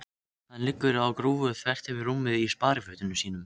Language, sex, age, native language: Icelandic, other, 13, Icelandic